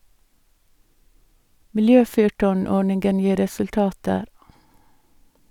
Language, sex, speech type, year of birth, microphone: Norwegian, female, read, 1962, Sennheiser